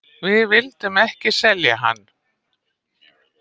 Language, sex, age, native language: Icelandic, female, 60-69, Icelandic